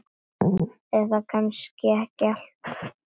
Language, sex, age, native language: Icelandic, female, 9, Icelandic